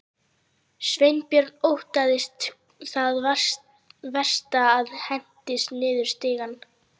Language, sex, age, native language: Icelandic, female, 11, Icelandic